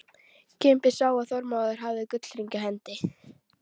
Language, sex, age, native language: Icelandic, female, 12, Icelandic